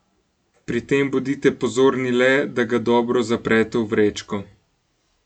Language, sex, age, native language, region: Slovenian, male, 18-29, Slovenian, Gorenjska region